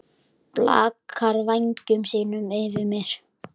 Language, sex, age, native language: Icelandic, male, 10, Icelandic